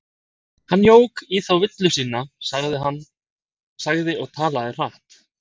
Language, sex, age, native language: Icelandic, male, 30-39, Icelandic